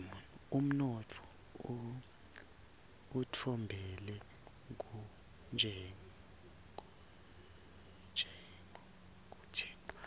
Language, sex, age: Swati, male, 23